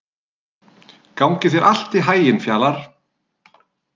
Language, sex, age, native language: Icelandic, male, 30-39, Icelandic